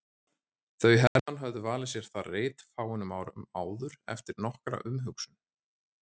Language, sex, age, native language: Icelandic, male, 30-39, Icelandic